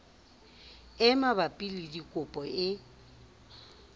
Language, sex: Southern Sotho, female